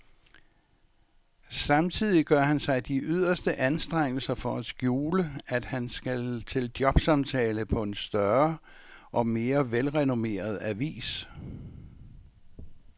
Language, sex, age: Danish, male, 64